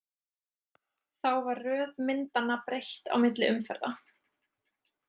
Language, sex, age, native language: Icelandic, female, 20-29, Icelandic